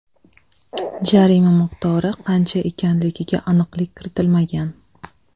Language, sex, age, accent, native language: Uzbek, female, 25-34, Toshkent shahri, Uzbek